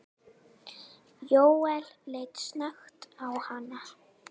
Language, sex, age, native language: Icelandic, female, 10, Icelandic